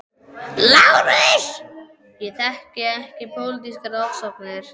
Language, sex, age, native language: Icelandic, male, 12, Icelandic